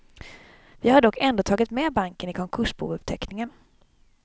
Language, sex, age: Swedish, female, 26